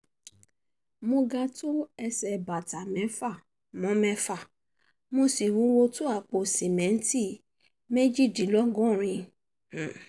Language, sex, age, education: Yoruba, female, 30-45, tertiary